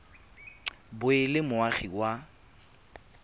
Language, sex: Tswana, male